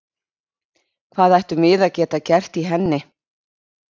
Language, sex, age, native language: Icelandic, female, 50-59, Icelandic